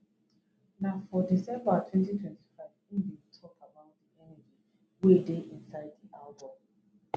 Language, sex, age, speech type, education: Nigerian Pidgin, female, 30-45, spontaneous, tertiary